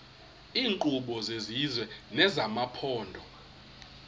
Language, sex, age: Xhosa, male, 21